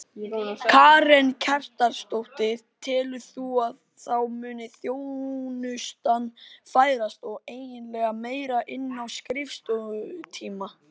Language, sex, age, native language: Icelandic, male, 18-19, Icelandic